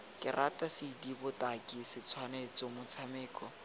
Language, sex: Tswana, male